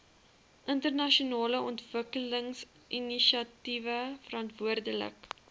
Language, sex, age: Afrikaans, female, 21